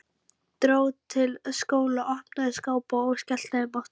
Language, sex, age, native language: Icelandic, female, 11, Icelandic